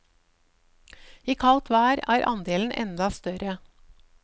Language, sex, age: Norwegian, female, 54